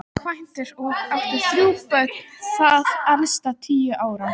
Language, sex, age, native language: Icelandic, female, 12, Icelandic